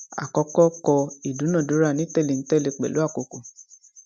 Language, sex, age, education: Yoruba, female, 15-29, tertiary